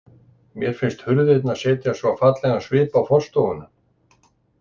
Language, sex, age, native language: Icelandic, male, 60-69, Icelandic